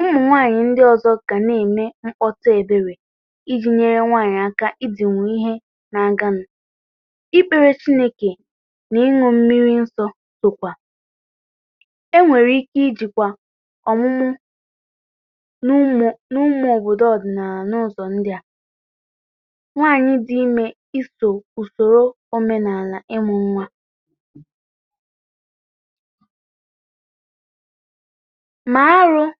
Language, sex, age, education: Igbo, female, 30-45, tertiary